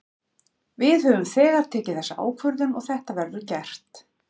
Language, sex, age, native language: Icelandic, female, 50-59, Icelandic